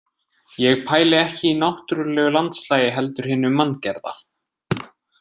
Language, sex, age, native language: Icelandic, male, 20-29, Icelandic